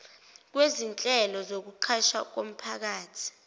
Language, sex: Zulu, female